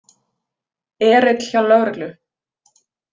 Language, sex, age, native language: Icelandic, female, 20-29, Icelandic